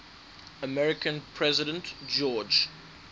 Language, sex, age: English, male, 19